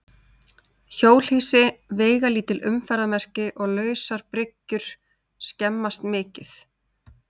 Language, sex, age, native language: Icelandic, female, 30-39, Icelandic